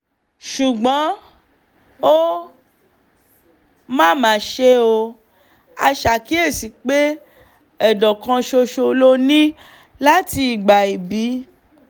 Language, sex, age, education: Yoruba, female, 15-29, tertiary